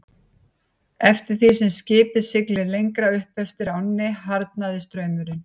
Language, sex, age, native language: Icelandic, female, 50-59, Icelandic